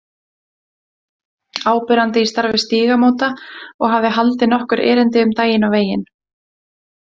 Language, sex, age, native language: Icelandic, female, 20-29, Icelandic